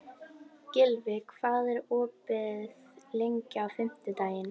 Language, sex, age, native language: Icelandic, female, 12, Icelandic